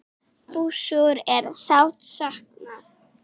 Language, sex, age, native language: Icelandic, female, 6, Icelandic